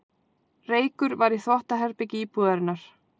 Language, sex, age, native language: Icelandic, female, 40-49, Icelandic